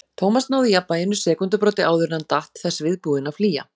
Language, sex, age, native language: Icelandic, female, 40-49, Icelandic